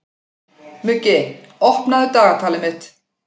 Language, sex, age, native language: Icelandic, female, 40-49, Icelandic